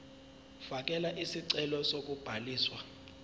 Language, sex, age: Zulu, male, 23